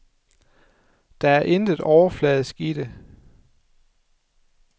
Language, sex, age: Danish, male, 24